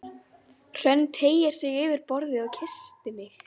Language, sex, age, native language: Icelandic, female, 11, Icelandic